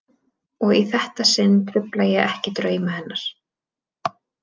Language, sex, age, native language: Icelandic, female, 20-29, Icelandic